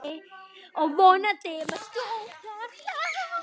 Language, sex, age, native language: Icelandic, male, 9, Icelandic